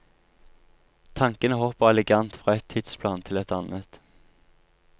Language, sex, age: Norwegian, male, 23